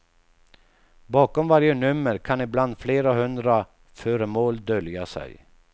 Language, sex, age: Swedish, male, 48